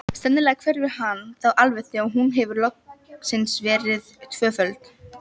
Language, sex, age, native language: Icelandic, female, 18-19, Icelandic